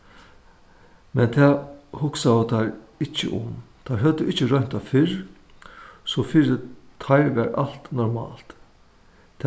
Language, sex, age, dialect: Faroese, male, 61+, Suðuroy